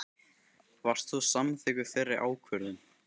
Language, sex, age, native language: Icelandic, male, 13, Icelandic